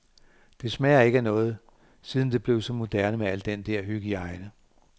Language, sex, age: Danish, male, 58